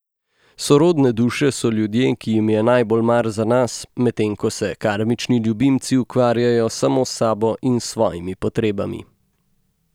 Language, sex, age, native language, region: Slovenian, male, 18-29, Slovenian, Gorenjska region